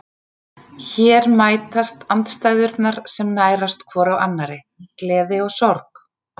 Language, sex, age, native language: Icelandic, female, 40-49, Icelandic